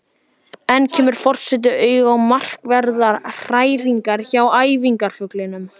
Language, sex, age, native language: Icelandic, male, 14, Icelandic